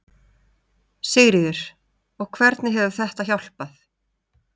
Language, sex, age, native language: Icelandic, female, 30-39, Icelandic